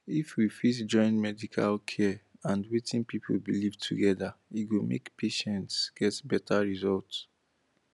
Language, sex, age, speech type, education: Nigerian Pidgin, male, 15-29, spontaneous, tertiary